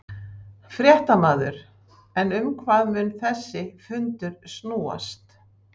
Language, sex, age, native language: Icelandic, female, 60-69, Icelandic